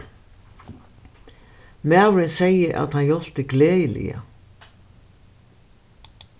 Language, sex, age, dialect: Faroese, female, 61+, Suðurstreymoy